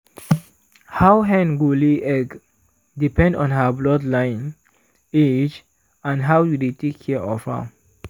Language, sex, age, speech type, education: Nigerian Pidgin, male, 15-29, spontaneous, secondary